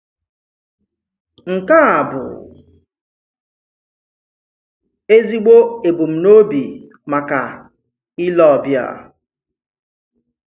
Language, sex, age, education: Igbo, male, 30-45, tertiary